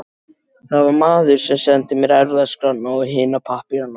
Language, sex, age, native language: Icelandic, male, 12, Icelandic